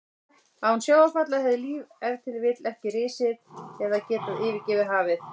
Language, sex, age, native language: Icelandic, female, 40-49, Icelandic